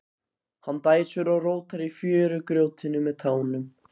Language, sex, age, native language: Icelandic, other, 15, Icelandic